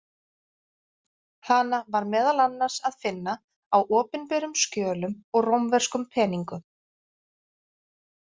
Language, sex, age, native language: Icelandic, female, 40-49, Icelandic